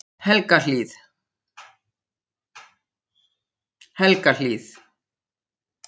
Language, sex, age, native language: Icelandic, female, 60-69, Icelandic